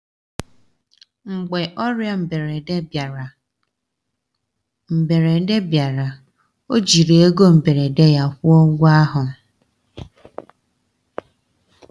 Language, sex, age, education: Igbo, female, 30-45, tertiary